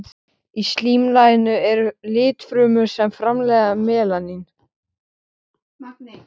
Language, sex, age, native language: Icelandic, male, 13, Icelandic